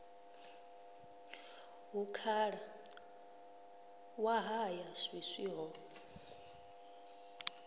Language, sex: Venda, female